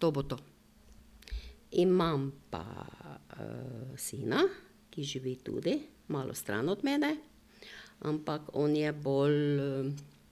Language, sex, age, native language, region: Slovenian, female, 60+, Slovenian, Drava region